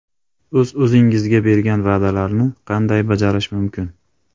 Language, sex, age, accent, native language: Uzbek, male, 25-34, Andijon, Uzbek